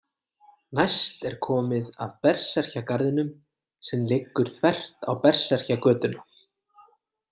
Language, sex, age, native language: Icelandic, male, 30-39, Icelandic